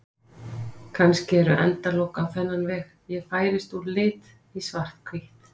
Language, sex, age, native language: Icelandic, female, 50-59, Icelandic